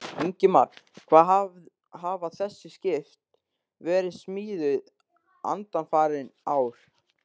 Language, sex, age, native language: Icelandic, male, 13, Icelandic